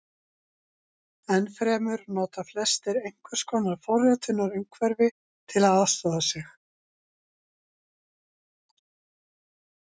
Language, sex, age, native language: Icelandic, female, 60-69, Icelandic